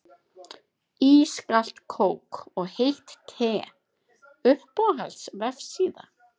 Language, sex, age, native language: Icelandic, female, 30-39, Icelandic